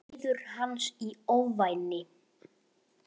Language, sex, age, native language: Icelandic, male, 10, Icelandic